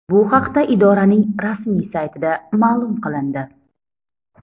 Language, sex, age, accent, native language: Uzbek, female, 30-39, Toshkent shahri, Uzbek